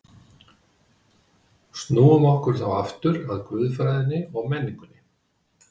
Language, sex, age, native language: Icelandic, male, 50-59, Icelandic